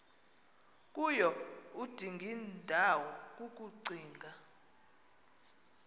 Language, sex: Xhosa, female